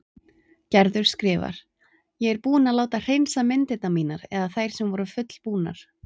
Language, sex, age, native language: Icelandic, female, 30-39, Icelandic